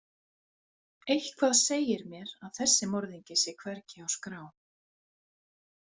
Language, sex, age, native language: Icelandic, female, 40-49, Icelandic